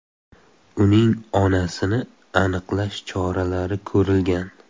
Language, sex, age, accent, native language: Uzbek, male, 18-24, Xorazm, Uzbek